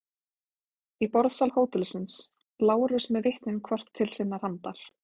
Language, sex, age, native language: Icelandic, female, 20-29, Icelandic